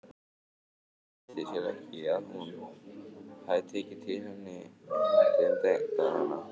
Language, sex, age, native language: Icelandic, male, 18-19, Icelandic